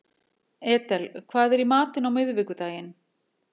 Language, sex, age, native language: Icelandic, female, 40-49, Icelandic